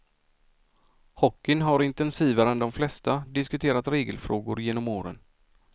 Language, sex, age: Swedish, male, 46